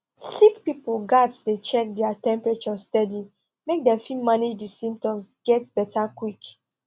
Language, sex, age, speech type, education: Nigerian Pidgin, female, 15-29, spontaneous, tertiary